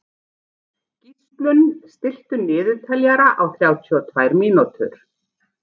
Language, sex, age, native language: Icelandic, female, 40-49, Icelandic